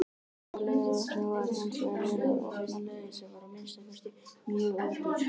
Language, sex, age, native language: Icelandic, male, 18-19, Icelandic